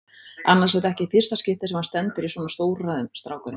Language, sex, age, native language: Icelandic, female, 30-39, Icelandic